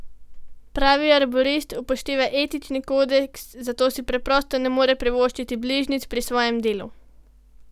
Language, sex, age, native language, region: Slovenian, female, 12-17, Slovenian, Gorenjska region